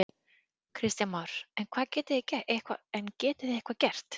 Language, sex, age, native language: Icelandic, female, 30-39, Icelandic